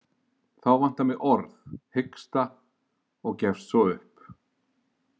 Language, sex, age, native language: Icelandic, male, 40-49, Icelandic